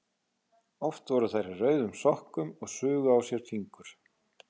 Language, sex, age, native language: Icelandic, male, 40-49, Icelandic